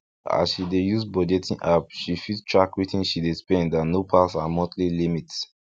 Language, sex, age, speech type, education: Nigerian Pidgin, male, 15-29, spontaneous, tertiary